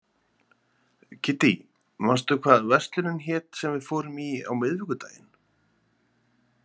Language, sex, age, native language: Icelandic, male, 30-39, Icelandic